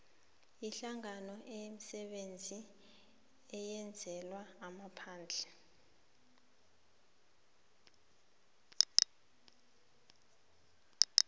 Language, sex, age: South Ndebele, female, 23